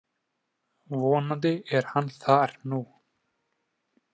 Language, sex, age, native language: Icelandic, male, 20-29, Icelandic